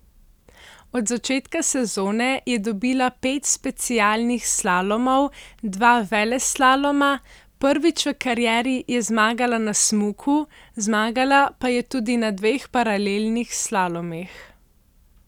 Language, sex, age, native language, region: Slovenian, female, 18-29, Slovenian, Central Slovenia